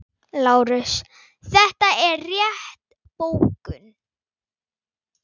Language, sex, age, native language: Icelandic, female, 9, Icelandic